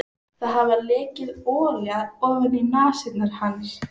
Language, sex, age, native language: Icelandic, female, 14, Icelandic